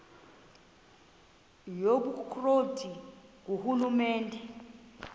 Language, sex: Xhosa, female